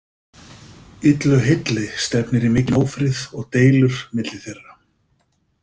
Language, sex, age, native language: Icelandic, male, 50-59, Icelandic